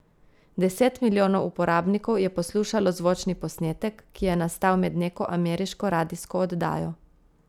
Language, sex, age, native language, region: Slovenian, female, 30-49, Slovenian, Gorica region